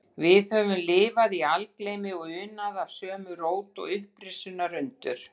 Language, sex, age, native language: Icelandic, female, 60-69, Icelandic